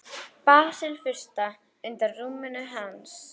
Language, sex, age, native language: Icelandic, female, 10, Icelandic